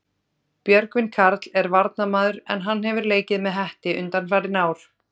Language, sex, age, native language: Icelandic, female, 30-39, Icelandic